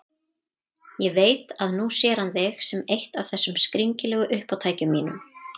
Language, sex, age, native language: Icelandic, female, 30-39, Icelandic